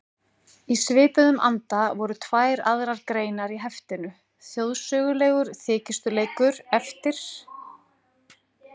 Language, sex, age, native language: Icelandic, female, 40-49, Icelandic